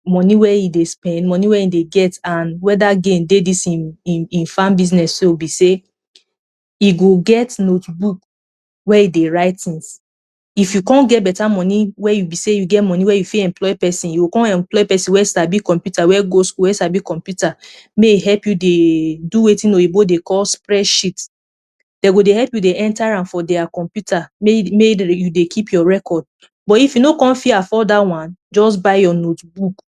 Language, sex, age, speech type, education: Nigerian Pidgin, female, 30-45, spontaneous, tertiary